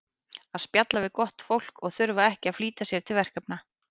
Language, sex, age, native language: Icelandic, female, 18-19, Icelandic